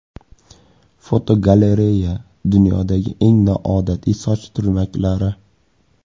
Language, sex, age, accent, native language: Uzbek, male, 25-34, Andijon, Uzbek